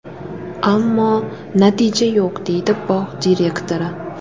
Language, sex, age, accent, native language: Uzbek, female, 18-24, Sirdaryo, Uzbek